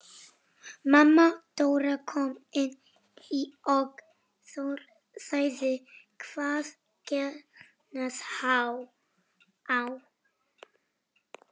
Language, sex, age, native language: Icelandic, male, 30-39, Polish